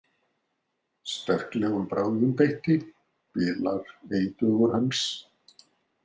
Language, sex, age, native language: Icelandic, male, 60-69, Icelandic